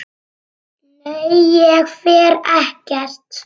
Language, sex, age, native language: Icelandic, male, 7, Icelandic